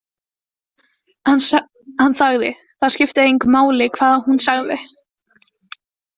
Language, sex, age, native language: Icelandic, female, 14, Icelandic